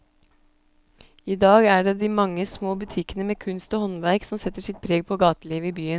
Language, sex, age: Norwegian, female, 26